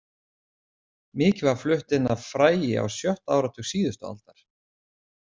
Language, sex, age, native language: Icelandic, male, 40-49, Icelandic